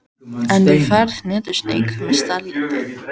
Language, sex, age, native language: Icelandic, female, 14, Icelandic